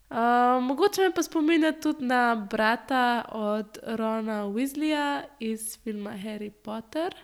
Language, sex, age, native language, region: Slovenian, female, 18-29, Slovenian, Central Slovenia